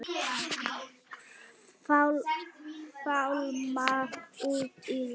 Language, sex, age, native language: Icelandic, female, 9, Icelandic